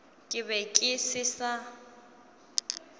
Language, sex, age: Northern Sotho, female, 18